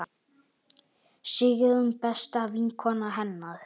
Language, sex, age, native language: Icelandic, male, 9, Icelandic